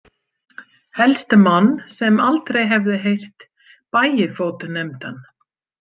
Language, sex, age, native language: Icelandic, female, 50-59, Icelandic